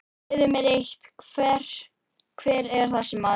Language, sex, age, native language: Icelandic, female, 11, Icelandic